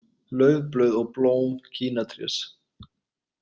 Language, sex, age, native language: Icelandic, male, 20-29, Icelandic